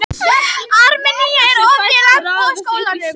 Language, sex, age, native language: Icelandic, female, 11, Icelandic